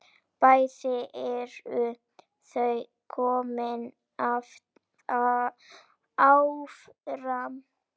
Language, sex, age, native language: Icelandic, female, 9, Icelandic